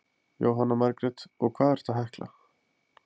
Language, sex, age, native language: Icelandic, male, 20-29, Icelandic